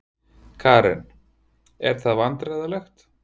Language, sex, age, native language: Icelandic, male, 50-59, Icelandic